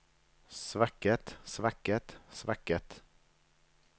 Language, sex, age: Norwegian, male, 37